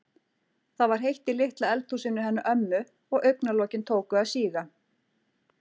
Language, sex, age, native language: Icelandic, female, 40-49, Icelandic